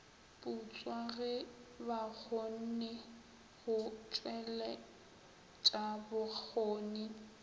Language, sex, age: Northern Sotho, female, 21